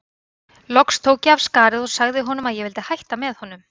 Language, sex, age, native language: Icelandic, female, 30-39, Icelandic